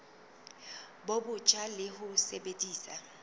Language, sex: Southern Sotho, female